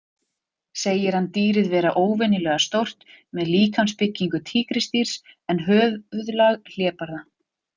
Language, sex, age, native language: Icelandic, female, 40-49, Icelandic